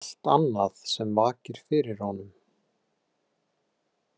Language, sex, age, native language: Icelandic, male, 30-39, Icelandic